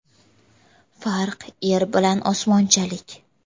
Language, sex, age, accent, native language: Uzbek, female, 18-24, Jizzax, Uzbek